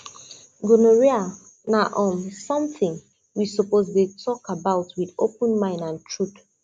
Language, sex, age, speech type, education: Nigerian Pidgin, female, 30-45, spontaneous, tertiary